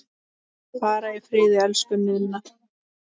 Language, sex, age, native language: Icelandic, female, 10, Icelandic